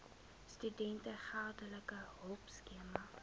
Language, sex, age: Afrikaans, female, 20